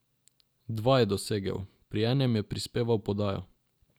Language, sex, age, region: Slovenian, male, 18-29, Drava region